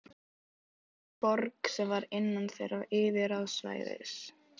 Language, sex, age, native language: Icelandic, female, 18-19, Icelandic